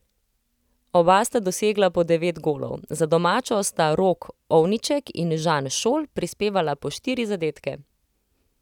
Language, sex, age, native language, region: Slovenian, female, 30-49, Slovenian, Central Slovenia